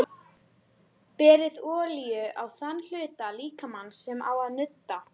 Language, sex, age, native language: Icelandic, female, 12, Icelandic